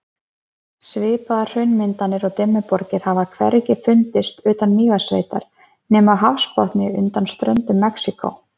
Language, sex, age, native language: Icelandic, female, 30-39, Icelandic